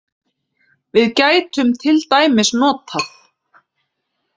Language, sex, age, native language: Icelandic, female, 30-39, Icelandic